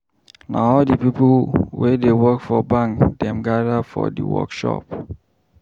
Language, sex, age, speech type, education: Nigerian Pidgin, male, 30-45, read, primary